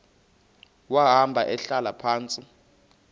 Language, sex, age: Xhosa, male, 28